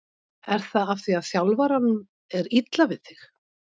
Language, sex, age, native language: Icelandic, female, 50-59, Icelandic